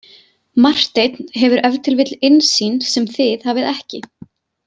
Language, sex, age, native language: Icelandic, female, 20-29, Icelandic